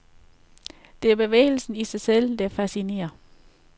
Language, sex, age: Danish, female, 33